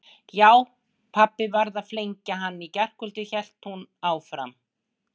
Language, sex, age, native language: Icelandic, female, 60-69, Icelandic